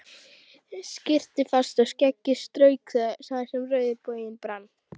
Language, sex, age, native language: Icelandic, female, 12, Icelandic